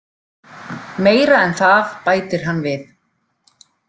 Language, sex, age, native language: Icelandic, female, 40-49, Icelandic